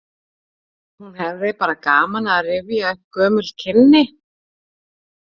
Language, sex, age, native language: Icelandic, female, 40-49, Icelandic